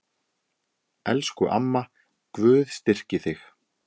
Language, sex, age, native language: Icelandic, male, 10, Icelandic